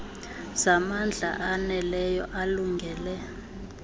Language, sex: Xhosa, female